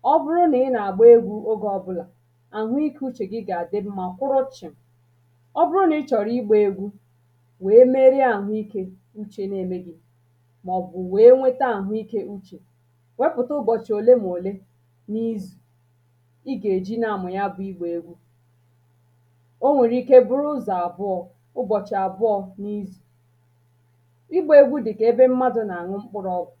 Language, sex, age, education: Igbo, female, 30-45, tertiary